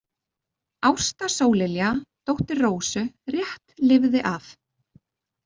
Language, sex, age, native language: Icelandic, female, 30-39, Icelandic